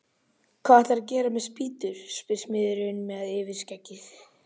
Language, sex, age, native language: Icelandic, male, 11, Icelandic